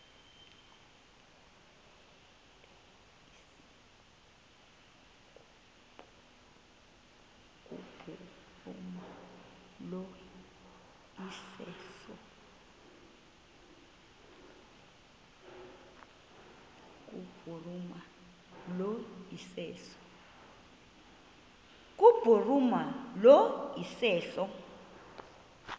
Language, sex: Xhosa, female